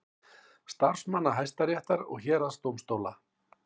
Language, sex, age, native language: Icelandic, male, 60-69, Icelandic